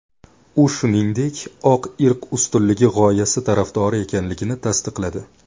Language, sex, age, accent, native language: Uzbek, male, 19-29, Buxoro, Uzbek